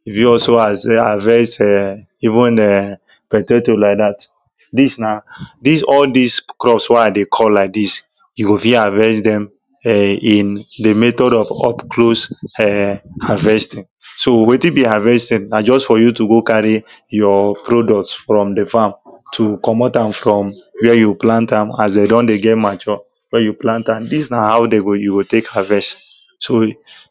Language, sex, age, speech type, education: Nigerian Pidgin, male, 15-29, spontaneous, tertiary